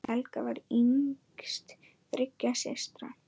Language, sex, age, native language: Icelandic, male, 9, Icelandic